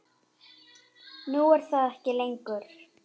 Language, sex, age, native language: Icelandic, female, 9, Icelandic